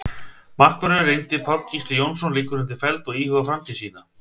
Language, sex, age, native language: Icelandic, male, 30-39, Icelandic